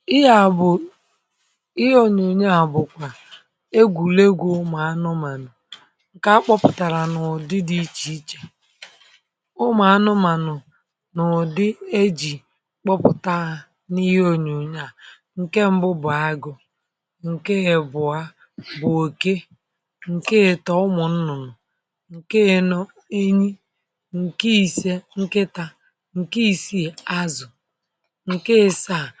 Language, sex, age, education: Igbo, female, 46-60, tertiary